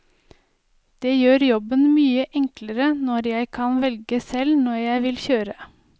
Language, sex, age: Norwegian, female, 30